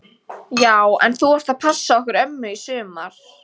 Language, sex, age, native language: Icelandic, female, 14, Icelandic